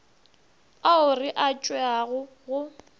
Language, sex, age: Northern Sotho, female, 22